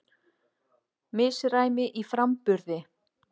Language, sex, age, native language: Icelandic, female, 40-49, Icelandic